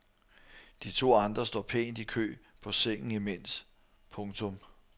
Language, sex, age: Danish, male, 43